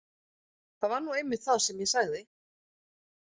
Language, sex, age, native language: Icelandic, female, 30-39, Icelandic